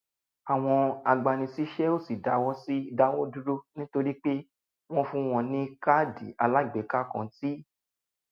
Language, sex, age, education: Yoruba, female, 15-29, tertiary